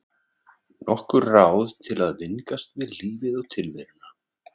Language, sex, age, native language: Icelandic, male, 40-49, Icelandic